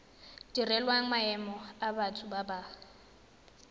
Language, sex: Tswana, female